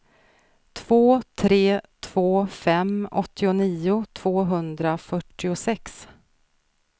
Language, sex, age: Swedish, female, 46